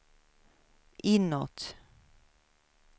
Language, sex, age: Swedish, female, 53